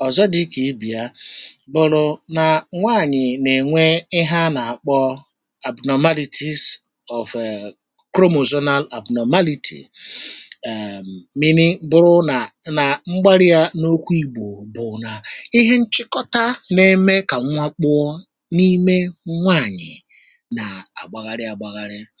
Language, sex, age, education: Igbo, male, 30-45, tertiary